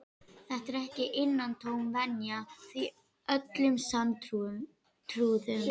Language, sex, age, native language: Icelandic, female, 12, Icelandic